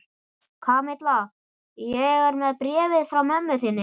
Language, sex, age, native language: Icelandic, male, 11, Icelandic